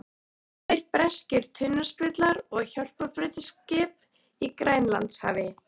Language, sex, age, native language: Icelandic, female, 13, Icelandic